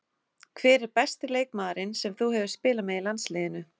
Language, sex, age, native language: Icelandic, female, 30-39, Icelandic